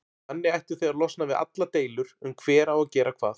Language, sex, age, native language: Icelandic, male, 40-49, Icelandic